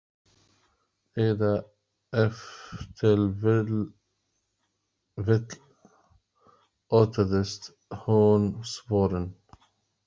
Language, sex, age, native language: Icelandic, male, 40-49, Arabic